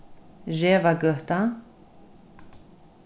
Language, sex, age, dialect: Faroese, female, 36-60, Norðurstreymoy/Eysturoy